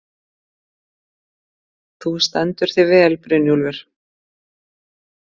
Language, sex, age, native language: Icelandic, female, 50-59, Icelandic